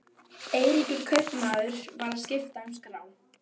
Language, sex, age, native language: Icelandic, female, 11, Icelandic